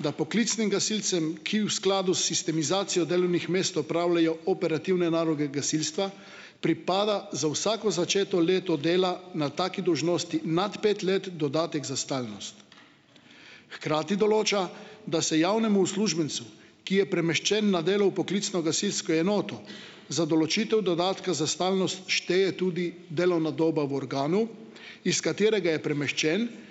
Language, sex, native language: Slovenian, male, Slovenian